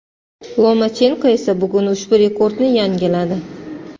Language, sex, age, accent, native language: Uzbek, female, 35+, Toshkent shahri, Uzbek